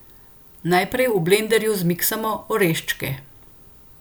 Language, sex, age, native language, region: Slovenian, female, 50-59, Slovenian, Central Slovenia